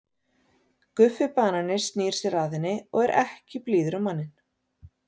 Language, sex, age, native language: Icelandic, female, 40-49, Icelandic